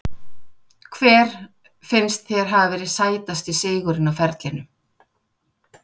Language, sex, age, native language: Icelandic, female, 40-49, Icelandic